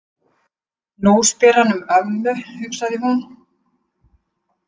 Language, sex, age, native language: Icelandic, female, 50-59, Icelandic